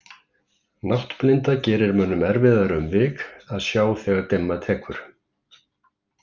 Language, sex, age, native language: Icelandic, male, 50-59, Icelandic